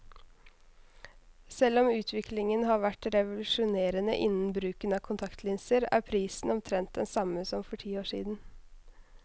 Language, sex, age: Norwegian, female, 21